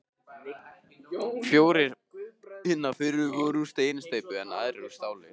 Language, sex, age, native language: Icelandic, male, 15, Icelandic